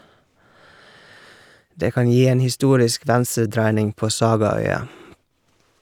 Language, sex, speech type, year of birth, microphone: Norwegian, male, read, 1978, Shure